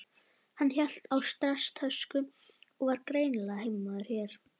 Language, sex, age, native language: Icelandic, female, 11, Icelandic